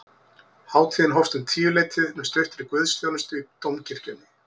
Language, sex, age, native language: Icelandic, male, 40-49, Icelandic